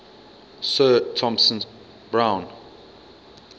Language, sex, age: English, male, 22